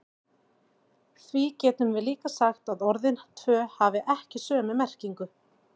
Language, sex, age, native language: Icelandic, female, 40-49, Icelandic